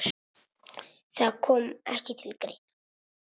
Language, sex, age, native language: Icelandic, male, 6, Italian